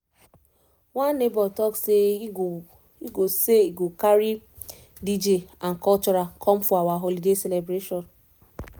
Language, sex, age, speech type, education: Nigerian Pidgin, female, 15-29, spontaneous, tertiary